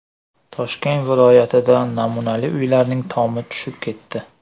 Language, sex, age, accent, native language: Uzbek, male, 18-24, Surxondaryo, Uzbek